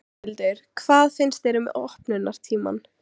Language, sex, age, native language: Icelandic, female, 16, Icelandic